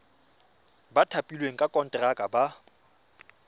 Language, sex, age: Tswana, male, 24